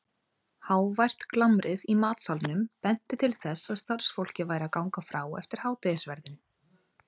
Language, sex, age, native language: Icelandic, female, 30-39, Icelandic